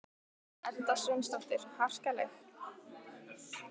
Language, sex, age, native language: Icelandic, female, 15, Icelandic